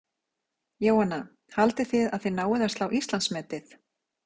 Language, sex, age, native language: Icelandic, female, 40-49, Icelandic